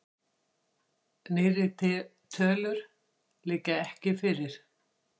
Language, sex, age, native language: Icelandic, female, 60-69, Icelandic